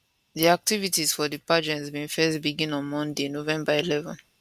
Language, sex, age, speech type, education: Nigerian Pidgin, female, 15-29, spontaneous, tertiary